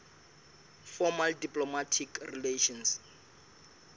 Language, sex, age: Southern Sotho, male, 25